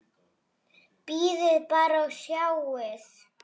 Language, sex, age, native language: Icelandic, male, 7, Icelandic